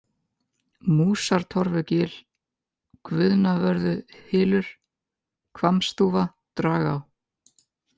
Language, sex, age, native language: Icelandic, male, 18-19, Icelandic